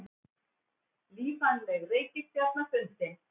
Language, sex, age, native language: Icelandic, female, 60-69, Icelandic